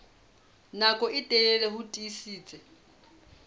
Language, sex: Southern Sotho, female